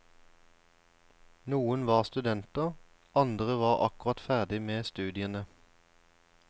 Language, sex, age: Norwegian, male, 34